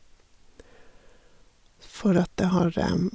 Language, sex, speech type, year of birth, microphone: Norwegian, female, spontaneous, 1958, Sennheiser